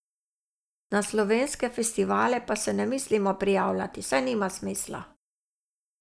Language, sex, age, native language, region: Slovenian, female, 60+, Slovenian, Savinja region